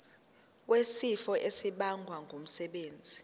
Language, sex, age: Zulu, female, 19